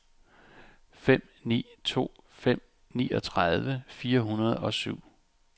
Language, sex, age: Danish, male, 34